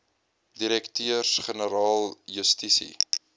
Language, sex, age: Afrikaans, male, 22